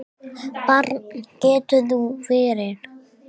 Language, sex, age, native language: Icelandic, female, 6, English